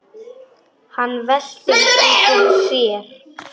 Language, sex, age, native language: Icelandic, male, 10, Polish